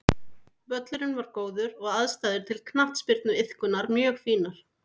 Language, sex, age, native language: Icelandic, female, 40-49, Icelandic